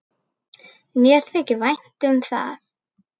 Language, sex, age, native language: Icelandic, female, 9, Icelandic